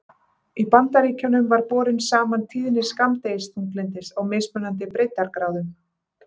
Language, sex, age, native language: Icelandic, female, 30-39, Icelandic